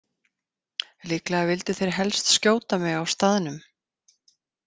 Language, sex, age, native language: Icelandic, female, 50-59, Icelandic